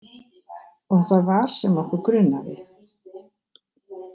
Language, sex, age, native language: Icelandic, female, 60-69, Icelandic